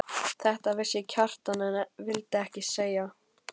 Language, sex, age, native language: Icelandic, male, 12, Icelandic